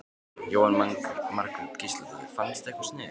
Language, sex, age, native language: Icelandic, male, 12, Icelandic